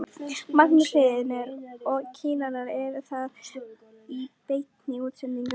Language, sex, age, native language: Icelandic, female, 11, Icelandic